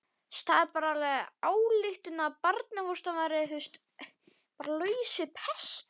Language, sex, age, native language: Icelandic, male, 11, Icelandic